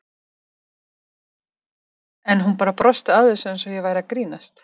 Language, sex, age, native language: Icelandic, female, 30-39, Icelandic